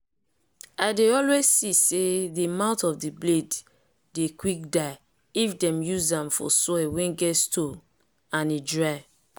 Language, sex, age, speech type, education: Nigerian Pidgin, female, 30-45, spontaneous, tertiary